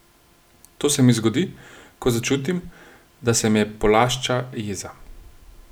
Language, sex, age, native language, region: Slovenian, male, 30-49, Slovenian, Gorenjska region